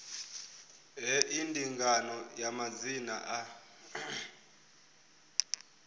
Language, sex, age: Venda, male, 22